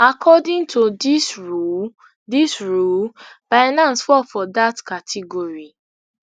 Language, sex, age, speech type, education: Nigerian Pidgin, female, 15-29, spontaneous, tertiary